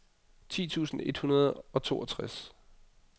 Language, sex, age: Danish, male, 25